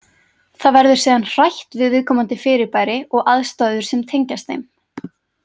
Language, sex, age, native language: Icelandic, female, 20-29, Icelandic